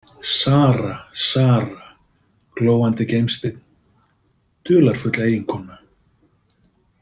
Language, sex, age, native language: Icelandic, male, 50-59, Icelandic